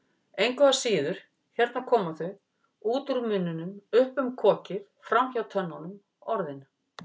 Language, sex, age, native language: Icelandic, female, 50-59, Icelandic